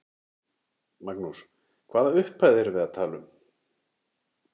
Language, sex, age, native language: Icelandic, male, 60-69, Icelandic